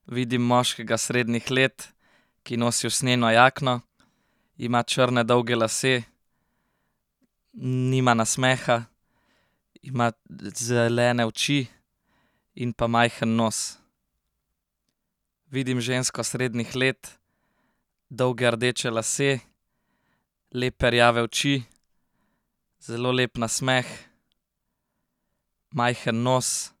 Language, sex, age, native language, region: Slovenian, male, 18-29, Slovenian, Central Slovenia